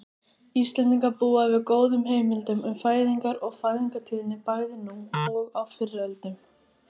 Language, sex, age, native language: Icelandic, female, 18-19, Icelandic